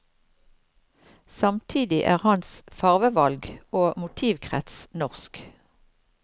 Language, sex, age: Norwegian, female, 54